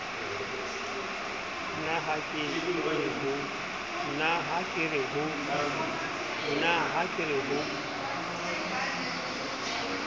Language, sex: Southern Sotho, male